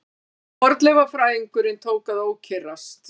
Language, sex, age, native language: Icelandic, female, 60-69, Icelandic